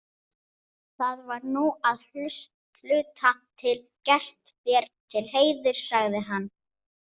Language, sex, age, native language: Icelandic, female, 18-19, Icelandic